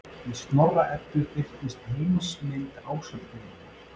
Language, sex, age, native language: Icelandic, male, 30-39, Icelandic